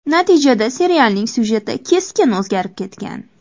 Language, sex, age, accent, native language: Uzbek, female, 18-24, Toshkent viloyati, Uzbek